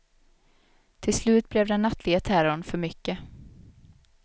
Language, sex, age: Swedish, female, 22